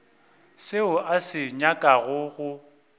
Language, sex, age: Northern Sotho, male, 24